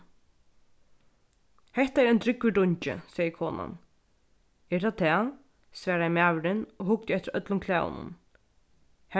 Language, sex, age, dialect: Faroese, female, 15-35, Norðurstreymoy/Eysturoy